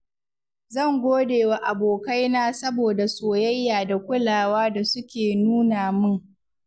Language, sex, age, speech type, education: Hausa, female, 15-29, read, secondary